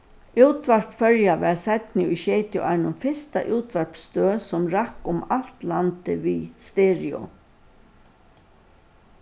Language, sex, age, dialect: Faroese, female, 61+, Suðurstreymoy